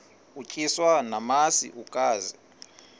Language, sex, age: Xhosa, male, 38